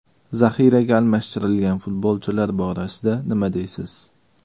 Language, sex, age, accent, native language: Uzbek, male, 25-34, Farg'ona, Uzbek